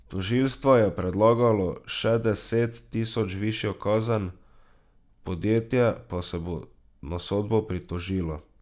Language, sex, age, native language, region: Slovenian, male, 18-29, Slovenian, Drava region